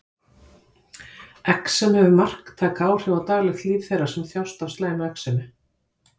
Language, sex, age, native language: Icelandic, female, 50-59, Icelandic